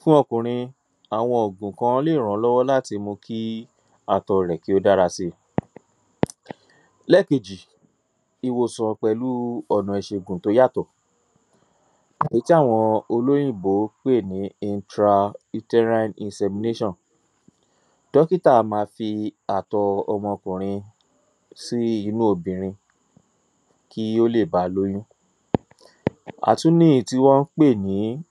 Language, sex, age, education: Yoruba, male, 30-45, tertiary